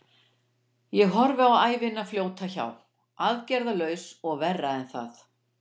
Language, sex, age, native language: Icelandic, female, 60-69, Icelandic